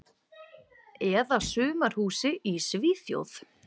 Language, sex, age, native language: Icelandic, female, 20-29, Icelandic